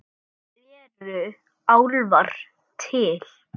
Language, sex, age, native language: Icelandic, male, 7, Icelandic